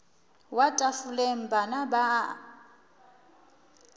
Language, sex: Northern Sotho, female